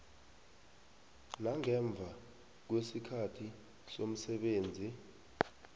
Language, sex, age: South Ndebele, male, 19